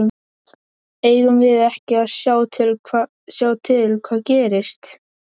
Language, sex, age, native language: Icelandic, male, 11, Icelandic